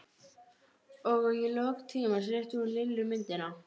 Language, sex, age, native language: Icelandic, female, 12, Icelandic